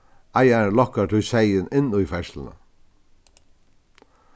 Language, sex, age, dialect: Faroese, male, 61+, Vágar